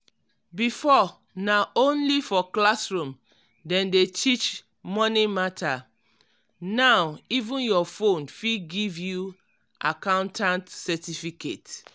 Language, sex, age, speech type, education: Nigerian Pidgin, female, 46-60, spontaneous, tertiary